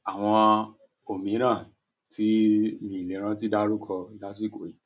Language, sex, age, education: Yoruba, male, 30-45, tertiary